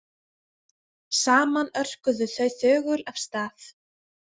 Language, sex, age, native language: Icelandic, female, 20-29, Icelandic